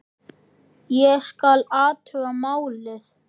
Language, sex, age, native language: Icelandic, male, 10, Icelandic